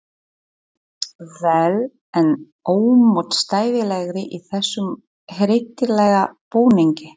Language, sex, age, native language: Icelandic, female, 40-49, Polish